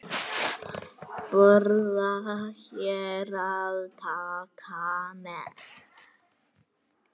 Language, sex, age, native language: Icelandic, female, 8, Icelandic